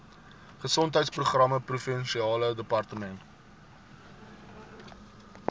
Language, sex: Afrikaans, male